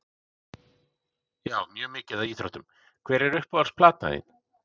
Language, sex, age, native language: Icelandic, male, 40-49, Icelandic